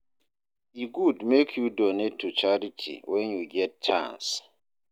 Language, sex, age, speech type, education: Nigerian Pidgin, male, 30-45, read, tertiary